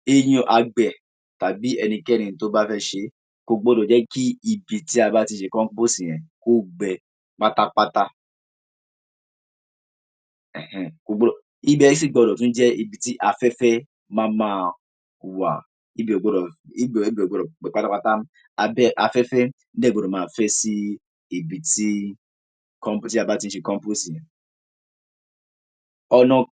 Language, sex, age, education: Yoruba, male, 46-60, tertiary